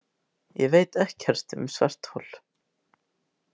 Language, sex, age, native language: Icelandic, male, 18-19, Icelandic